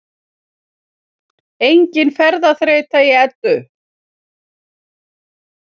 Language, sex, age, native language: Icelandic, female, 50-59, Icelandic